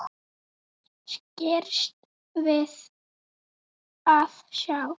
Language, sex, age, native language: Icelandic, female, 8, Icelandic